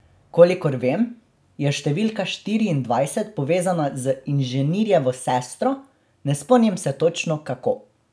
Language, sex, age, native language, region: Slovenian, male, 18-29, Slovenian, Drava region